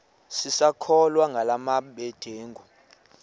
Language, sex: Xhosa, male